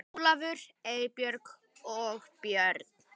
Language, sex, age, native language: Icelandic, male, 10, Icelandic